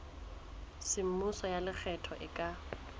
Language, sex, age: Southern Sotho, female, 20